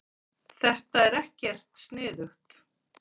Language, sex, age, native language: Icelandic, female, 40-49, Icelandic